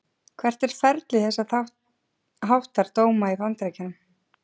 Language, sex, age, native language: Icelandic, female, 40-49, Icelandic